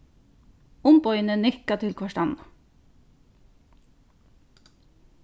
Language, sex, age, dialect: Faroese, female, 15-35, Norðurstreymoy/Eysturoy